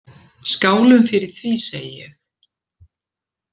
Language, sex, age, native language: Icelandic, female, 70-79, Icelandic